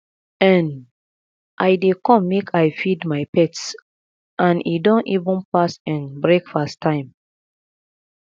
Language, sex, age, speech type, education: Nigerian Pidgin, female, 30-45, spontaneous, tertiary